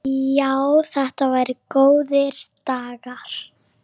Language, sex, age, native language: Icelandic, female, 7, Icelandic